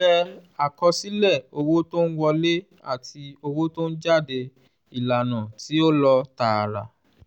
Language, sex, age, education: Yoruba, male, 15-29, tertiary